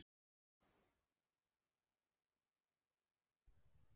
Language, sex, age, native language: Icelandic, male, 40-49, Icelandic